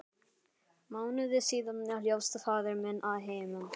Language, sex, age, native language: Icelandic, male, 11, Icelandic